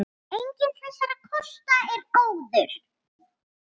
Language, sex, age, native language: Icelandic, female, 6, Icelandic